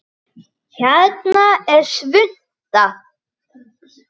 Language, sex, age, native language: Icelandic, male, 9, Icelandic